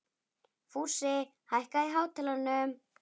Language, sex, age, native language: Icelandic, female, 11, Icelandic